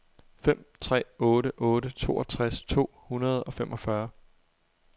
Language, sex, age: Danish, male, 23